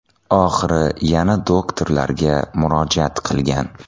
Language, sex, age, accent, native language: Uzbek, male, 30-39, Toshkent shahri, Uzbek